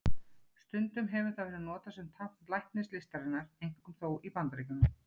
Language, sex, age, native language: Icelandic, female, 40-49, Icelandic